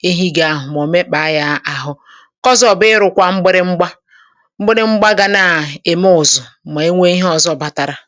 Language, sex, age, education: Igbo, female, 60+, tertiary